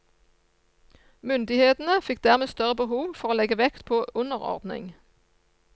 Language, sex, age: Norwegian, female, 54